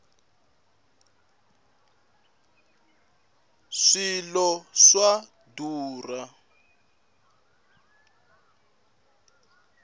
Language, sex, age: Tsonga, male, 21